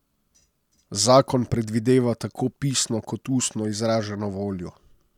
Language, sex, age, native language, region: Slovenian, male, 30-49, Slovenian, Posavska region